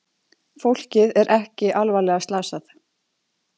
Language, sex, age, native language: Icelandic, female, 40-49, Icelandic